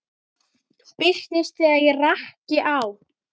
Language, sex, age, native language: Icelandic, female, 9, Icelandic